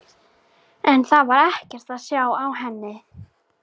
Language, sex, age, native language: Icelandic, female, 13, Icelandic